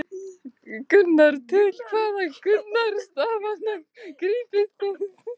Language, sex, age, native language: Icelandic, female, 15, Icelandic